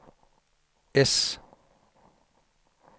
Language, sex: Swedish, male